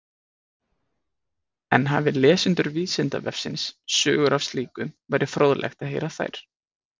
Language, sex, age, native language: Icelandic, male, 20-29, Icelandic